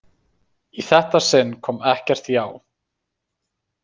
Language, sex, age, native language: Icelandic, male, 20-29, Icelandic